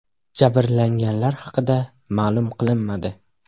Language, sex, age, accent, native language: Uzbek, male, 18-24, Farg'ona, Uzbek